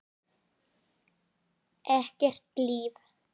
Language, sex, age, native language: Icelandic, female, 9, Icelandic